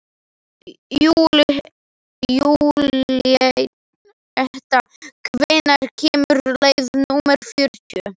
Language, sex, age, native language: Icelandic, male, 11, Slovak